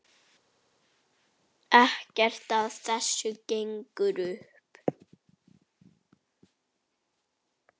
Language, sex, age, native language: Icelandic, male, 9, Icelandic